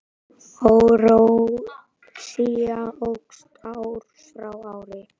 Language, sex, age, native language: Icelandic, male, 9, Icelandic